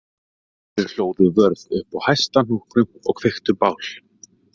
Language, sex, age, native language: Icelandic, male, 30-39, Icelandic